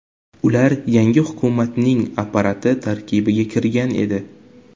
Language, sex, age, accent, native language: Uzbek, male, 18-24, Jizzax, Uzbek